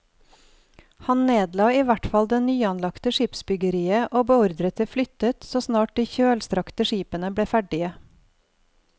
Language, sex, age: Norwegian, female, 48